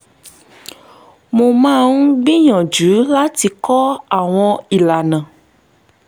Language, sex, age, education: Yoruba, female, 15-29, tertiary